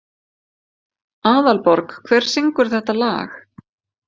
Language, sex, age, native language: Icelandic, female, 50-59, Icelandic